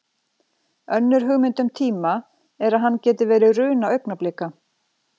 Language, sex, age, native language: Icelandic, female, 40-49, Icelandic